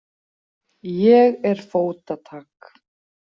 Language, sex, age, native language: Icelandic, female, 40-49, Icelandic